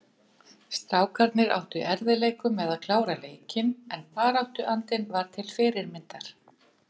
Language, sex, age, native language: Icelandic, female, 50-59, Icelandic